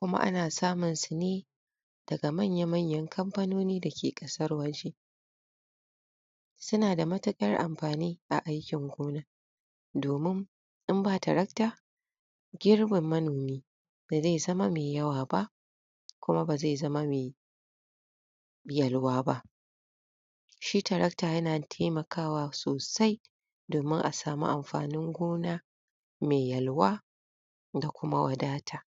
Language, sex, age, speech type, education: Hausa, female, 46-60, spontaneous, tertiary